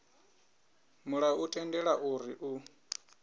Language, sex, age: Venda, male, 22